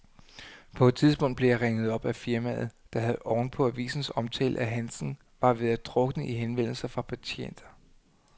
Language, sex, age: Danish, male, 39